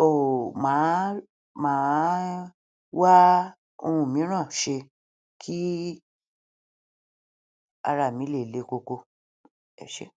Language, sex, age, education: Yoruba, female, 30-45, tertiary